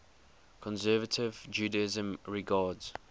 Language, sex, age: English, male, 20